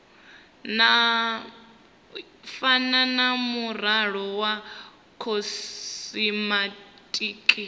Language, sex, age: Venda, female, 25